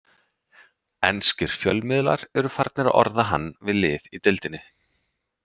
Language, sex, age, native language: Icelandic, male, 30-39, Icelandic